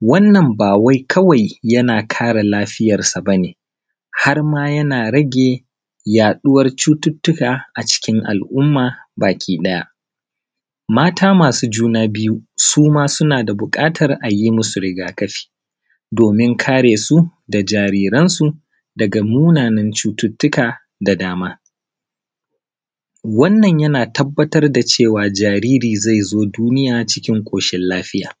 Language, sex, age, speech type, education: Hausa, male, 30-45, spontaneous, primary